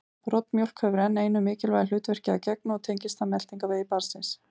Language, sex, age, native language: Icelandic, female, 40-49, Icelandic